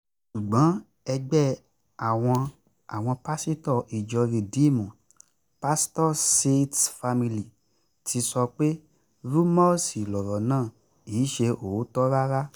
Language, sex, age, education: Yoruba, male, 15-29, tertiary